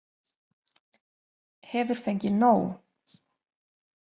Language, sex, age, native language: Icelandic, female, 20-29, Icelandic